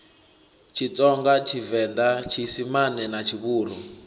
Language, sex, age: Venda, male, 21